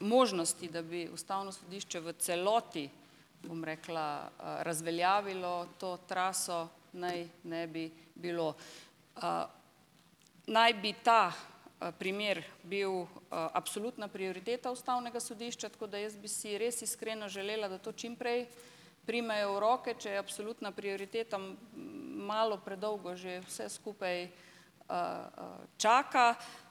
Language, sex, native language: Slovenian, female, Slovenian